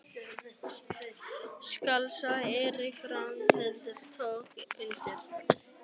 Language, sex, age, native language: Icelandic, male, 12, Icelandic